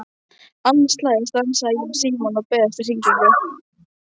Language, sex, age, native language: Icelandic, female, 15, Icelandic